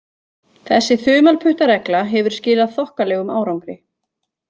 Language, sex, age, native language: Icelandic, female, 40-49, Icelandic